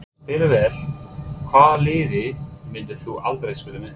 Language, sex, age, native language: Icelandic, male, 30-39, English